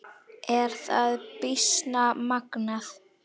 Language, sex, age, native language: Icelandic, female, 9, Icelandic